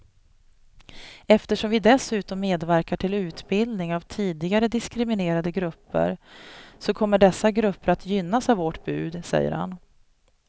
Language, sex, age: Swedish, female, 37